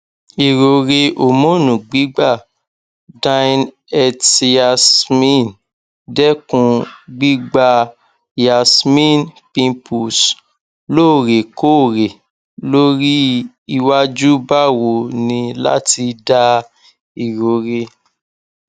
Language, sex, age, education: Yoruba, male, 15-29, tertiary